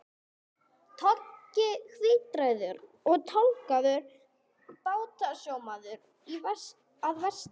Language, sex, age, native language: Icelandic, female, 30-39, English